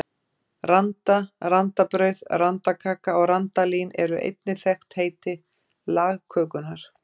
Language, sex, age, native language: Icelandic, female, 50-59, Icelandic